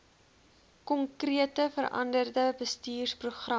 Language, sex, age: Afrikaans, female, 21